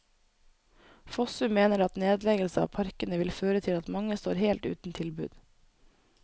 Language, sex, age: Norwegian, female, 24